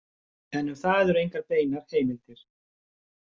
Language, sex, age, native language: Icelandic, male, 50-59, Icelandic